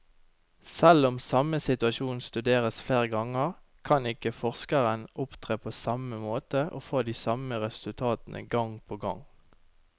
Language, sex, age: Norwegian, male, 29